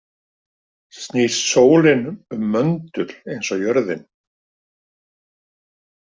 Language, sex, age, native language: Icelandic, male, 50-59, Icelandic